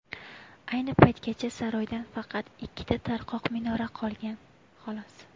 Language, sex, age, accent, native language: Uzbek, female, 19-29, Buxoro, Uzbek